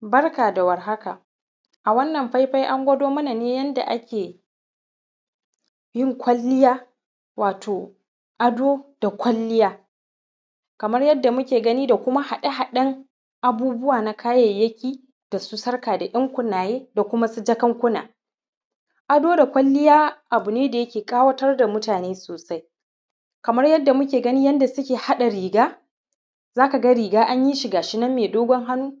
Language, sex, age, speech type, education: Hausa, female, 30-45, spontaneous, primary